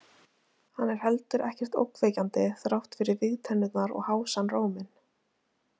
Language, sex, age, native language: Icelandic, female, 20-29, Icelandic